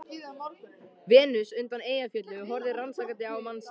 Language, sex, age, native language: Icelandic, male, 13, Icelandic